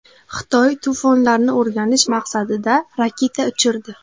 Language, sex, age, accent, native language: Uzbek, female, 12-17, Qashqadaryo, Uzbek